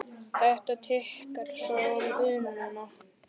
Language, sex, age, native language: Icelandic, male, 10, Icelandic